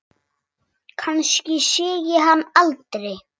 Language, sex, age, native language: Icelandic, male, 6, Icelandic